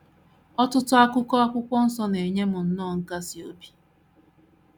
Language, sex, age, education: Igbo, female, 30-45, tertiary